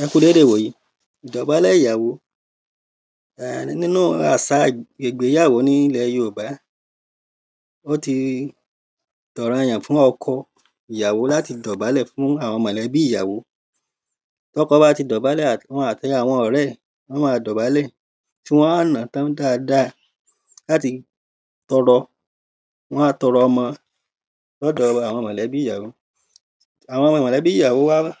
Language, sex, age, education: Yoruba, male, 30-45, primary